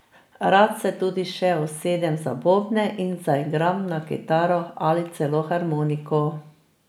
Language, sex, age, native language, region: Slovenian, female, 50-59, Slovenian, Drava region